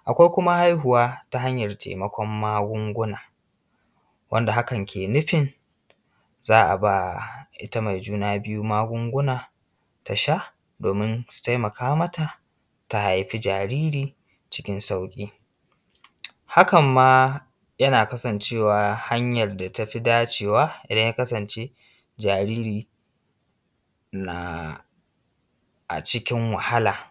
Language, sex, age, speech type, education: Hausa, male, 15-29, spontaneous, secondary